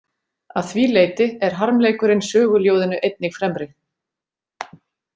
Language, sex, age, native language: Icelandic, female, 40-49, Icelandic